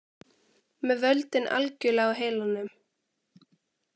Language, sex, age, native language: Icelandic, female, 18-19, Icelandic